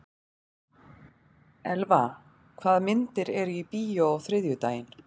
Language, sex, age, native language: Icelandic, female, 40-49, Icelandic